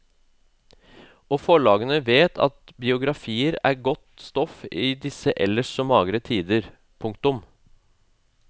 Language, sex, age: Norwegian, male, 36